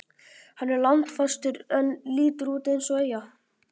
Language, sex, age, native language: Icelandic, female, 50-59, Icelandic